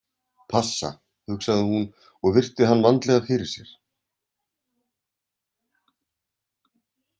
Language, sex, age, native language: Icelandic, male, 30-39, Icelandic